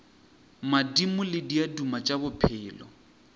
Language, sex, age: Northern Sotho, male, 23